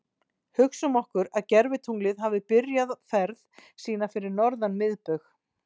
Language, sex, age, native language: Icelandic, female, 40-49, Icelandic